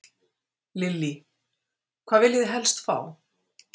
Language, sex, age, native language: Icelandic, female, 50-59, Icelandic